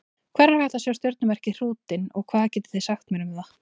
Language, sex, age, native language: Icelandic, female, 20-29, Icelandic